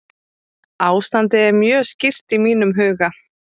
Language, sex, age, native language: Icelandic, female, 30-39, Icelandic